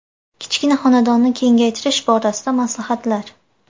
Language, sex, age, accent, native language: Uzbek, female, 18-24, Andijon, Uzbek